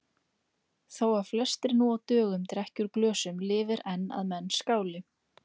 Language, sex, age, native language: Icelandic, female, 20-29, Icelandic